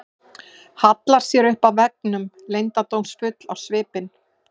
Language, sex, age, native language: Icelandic, male, 11, Icelandic